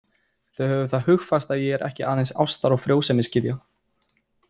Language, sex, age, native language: Icelandic, male, 20-29, Icelandic